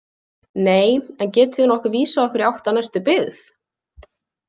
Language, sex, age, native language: Icelandic, female, 20-29, Icelandic